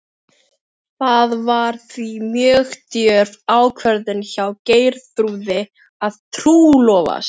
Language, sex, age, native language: Icelandic, female, 15, Filipino